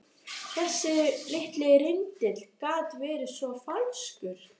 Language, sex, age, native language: Icelandic, female, 12, Icelandic